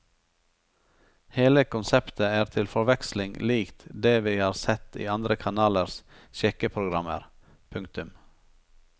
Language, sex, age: Norwegian, male, 43